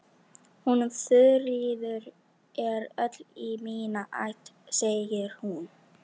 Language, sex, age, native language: Icelandic, female, 13, Icelandic